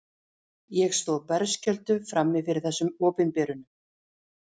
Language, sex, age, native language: Icelandic, female, 40-49, Icelandic